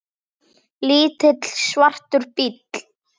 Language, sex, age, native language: Icelandic, female, 8, Icelandic